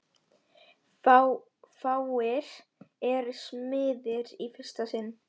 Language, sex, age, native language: Icelandic, female, 11, Polish